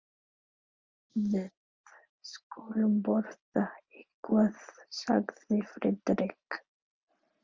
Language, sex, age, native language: Icelandic, female, 30-39, Filipino